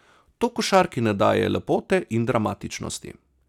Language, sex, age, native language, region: Slovenian, male, 30-49, Slovenian, Savinja region